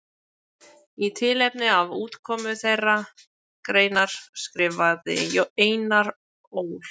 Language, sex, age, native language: Icelandic, female, 20-29, Icelandic